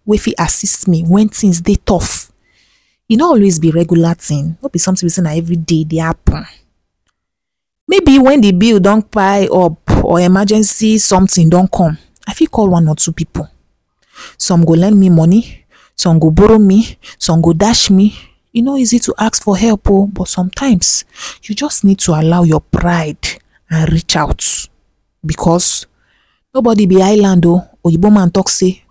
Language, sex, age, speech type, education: Nigerian Pidgin, female, 15-29, spontaneous, tertiary